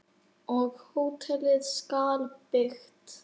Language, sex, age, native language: Icelandic, male, 9, Icelandic